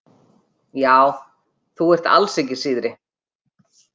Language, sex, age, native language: Icelandic, female, 50-59, Icelandic